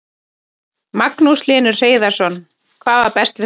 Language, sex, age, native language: Icelandic, female, 30-39, Icelandic